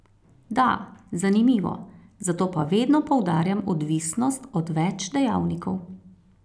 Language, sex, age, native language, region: Slovenian, female, 30-49, Slovenian, Carinthia region